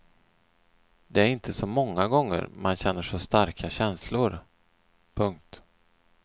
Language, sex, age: Swedish, male, 39